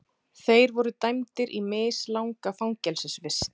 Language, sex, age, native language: Icelandic, female, 30-39, Icelandic